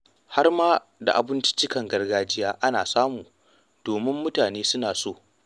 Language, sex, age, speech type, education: Hausa, male, 15-29, read, tertiary